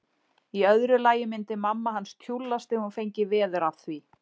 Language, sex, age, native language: Icelandic, female, 40-49, Icelandic